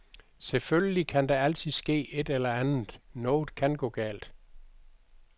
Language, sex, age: Danish, male, 62